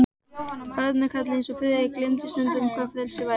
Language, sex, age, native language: Icelandic, female, 12, Icelandic